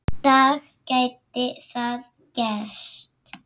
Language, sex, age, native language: Icelandic, female, 8, Icelandic